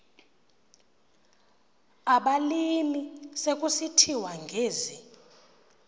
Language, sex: Xhosa, female